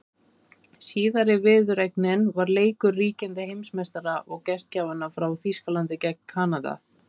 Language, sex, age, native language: Icelandic, female, 30-39, Icelandic